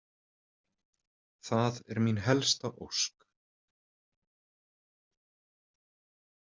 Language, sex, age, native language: Icelandic, male, 30-39, Icelandic